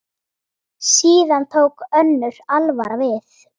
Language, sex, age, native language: Icelandic, female, 9, Icelandic